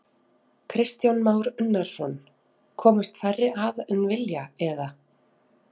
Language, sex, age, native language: Icelandic, female, 30-39, Icelandic